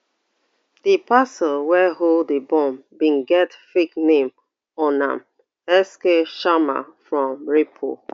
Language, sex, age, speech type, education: Nigerian Pidgin, female, 30-45, spontaneous, tertiary